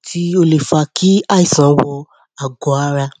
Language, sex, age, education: Yoruba, female, 30-45, tertiary